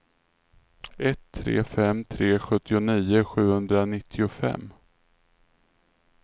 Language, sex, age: Swedish, male, 46